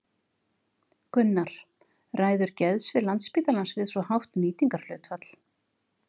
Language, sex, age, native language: Icelandic, female, 50-59, Icelandic